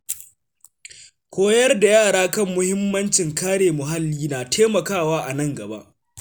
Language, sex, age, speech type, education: Hausa, male, 15-29, read, secondary